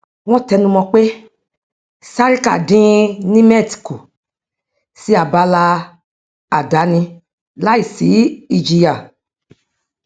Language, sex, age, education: Yoruba, female, 46-60, tertiary